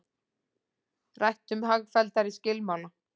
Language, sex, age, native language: Icelandic, female, 40-49, Icelandic